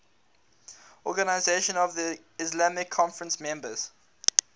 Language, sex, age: English, male, 19